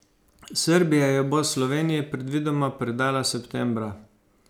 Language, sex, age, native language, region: Slovenian, male, 50-59, Slovenian, Savinja region